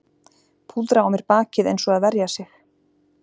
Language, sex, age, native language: Icelandic, female, 40-49, Icelandic